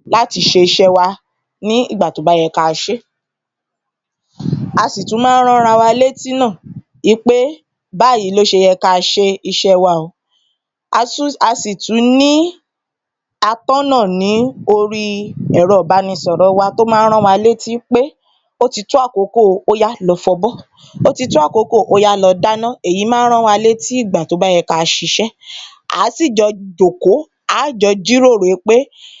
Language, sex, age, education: Yoruba, female, 30-45, tertiary